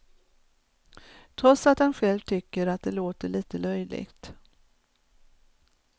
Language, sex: Swedish, female